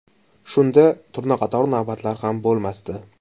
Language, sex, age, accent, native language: Uzbek, male, 25-34, Toshkent shahri, Uzbek